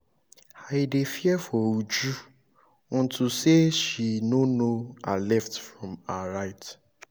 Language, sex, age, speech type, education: Nigerian Pidgin, male, 15-29, spontaneous, tertiary